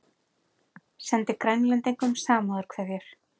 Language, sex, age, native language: Icelandic, female, 40-49, Icelandic